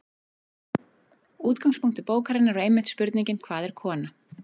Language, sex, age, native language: Icelandic, female, 40-49, Icelandic